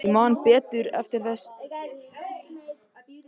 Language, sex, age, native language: Icelandic, male, 13, Icelandic